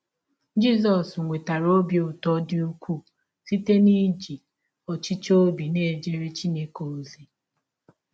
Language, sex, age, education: Igbo, female, 15-29, tertiary